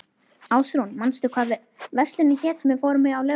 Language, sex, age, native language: Icelandic, female, 11, Icelandic